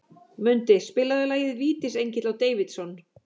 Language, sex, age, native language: Icelandic, female, 40-49, Icelandic